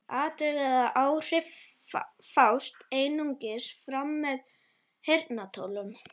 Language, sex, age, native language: Icelandic, male, 40-49, Icelandic